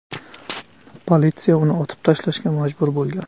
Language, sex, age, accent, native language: Uzbek, male, 25-34, Qashqadaryo, Uzbek